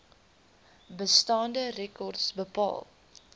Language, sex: Afrikaans, female